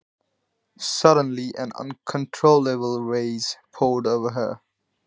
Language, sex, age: Icelandic, male, 20-29